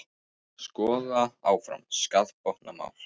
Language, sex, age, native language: Icelandic, male, 18-19, Icelandic